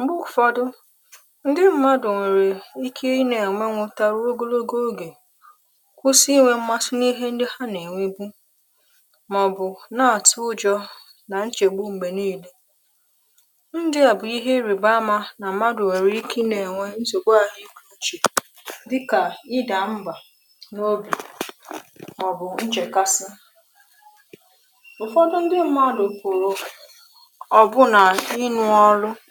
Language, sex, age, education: Igbo, female, 15-29, tertiary